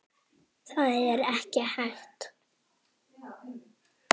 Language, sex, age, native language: Icelandic, male, 7, Icelandic